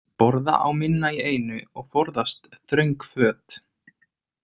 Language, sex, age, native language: Icelandic, male, 30-39, Icelandic